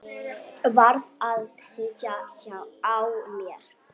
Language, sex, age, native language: Icelandic, female, 8, Icelandic